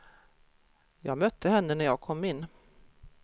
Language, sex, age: Swedish, female, 53